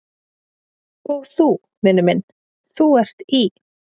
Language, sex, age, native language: Icelandic, female, 30-39, Icelandic